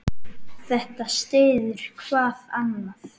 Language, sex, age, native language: Icelandic, male, 8, Icelandic